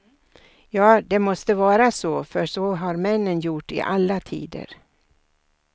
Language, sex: Swedish, female